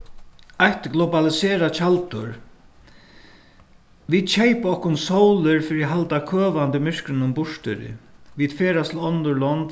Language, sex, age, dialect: Faroese, male, 61+, Suðuroy